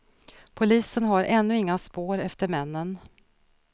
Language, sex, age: Swedish, female, 46